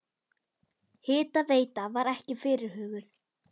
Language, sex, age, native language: Icelandic, female, 18-19, Icelandic